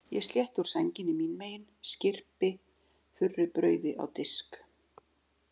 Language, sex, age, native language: Icelandic, female, 60-69, Icelandic